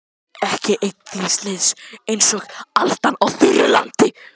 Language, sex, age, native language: Icelandic, male, 11, Icelandic